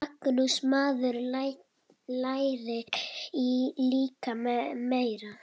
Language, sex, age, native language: Icelandic, female, 7, Icelandic